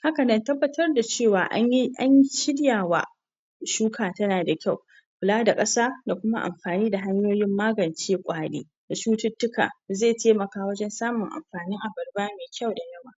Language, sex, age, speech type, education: Hausa, female, 46-60, spontaneous, tertiary